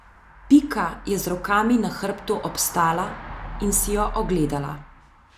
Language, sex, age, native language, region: Slovenian, female, 30-49, Slovenian, Central Slovenia